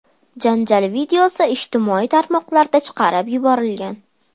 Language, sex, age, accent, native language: Uzbek, female, 12-17, Farg'ona, Uzbek